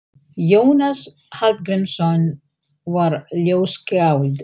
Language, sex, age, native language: Icelandic, female, 40-49, Icelandic